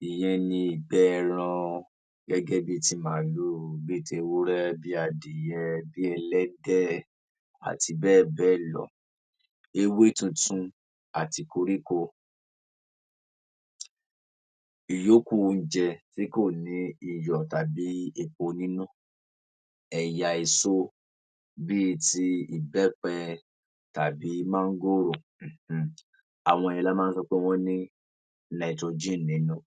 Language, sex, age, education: Yoruba, female, 15-29, tertiary